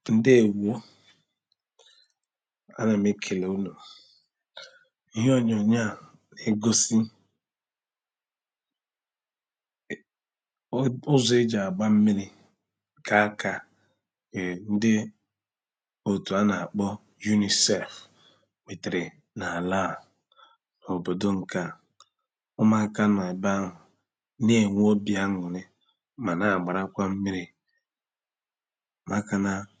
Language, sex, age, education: Igbo, male, 30-45, tertiary